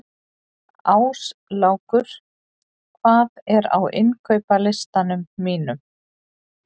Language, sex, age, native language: Icelandic, female, 40-49, Icelandic